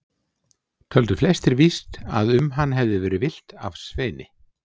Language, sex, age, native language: Icelandic, male, 60-69, Icelandic